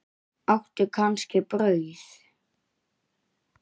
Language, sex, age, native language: Icelandic, male, 9, Icelandic